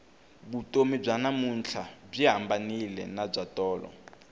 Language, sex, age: Tsonga, male, 21